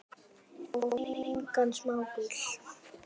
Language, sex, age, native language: Icelandic, male, 10, Icelandic